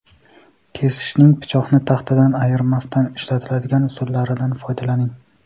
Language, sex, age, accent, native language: Uzbek, male, 18-24, Sirdaryo, Uzbek